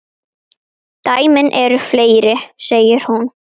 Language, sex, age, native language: Icelandic, female, 9, Icelandic